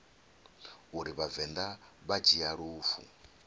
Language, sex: Venda, male